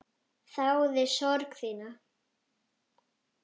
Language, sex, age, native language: Icelandic, female, 9, Icelandic